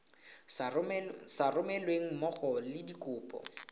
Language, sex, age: Tswana, male, 18